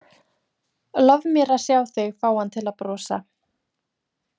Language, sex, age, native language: Icelandic, female, 20-29, Icelandic